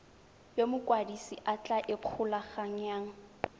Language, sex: Tswana, female